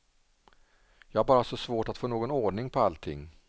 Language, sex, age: Swedish, male, 47